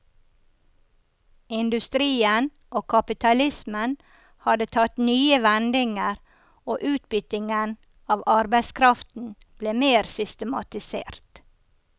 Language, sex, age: Norwegian, female, 54